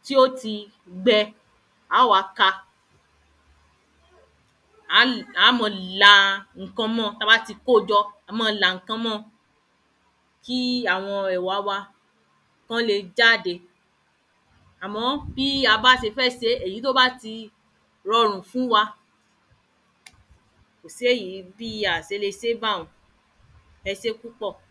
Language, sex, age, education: Yoruba, female, 30-45, tertiary